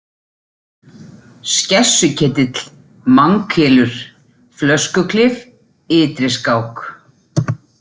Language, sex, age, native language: Icelandic, female, 40-49, Icelandic